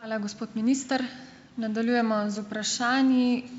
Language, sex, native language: Slovenian, male, Slovenian